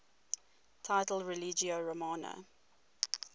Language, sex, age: English, female, 22